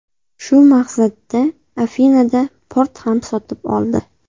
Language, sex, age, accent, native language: Uzbek, female, 18-24, Namangan, Uzbek